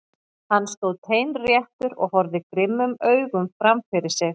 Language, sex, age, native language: Icelandic, female, 40-49, Icelandic